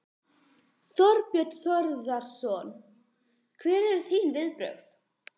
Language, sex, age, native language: Icelandic, female, 12, Icelandic